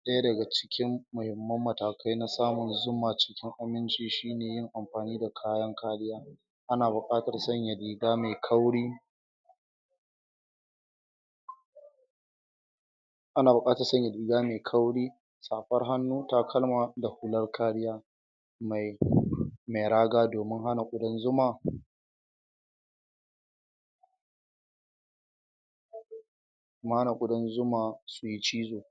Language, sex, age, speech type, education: Hausa, male, 46-60, spontaneous, tertiary